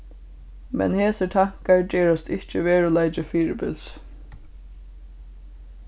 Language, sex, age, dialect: Faroese, female, 15-35, Suðurstreymoy